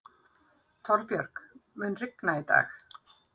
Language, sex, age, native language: Icelandic, female, 40-49, Icelandic